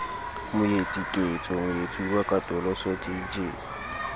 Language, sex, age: Southern Sotho, male, 20